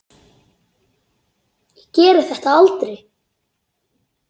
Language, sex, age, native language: Icelandic, female, 8, Icelandic